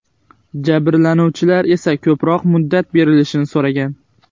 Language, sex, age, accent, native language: Uzbek, male, 18-24, Xorazm, Uzbek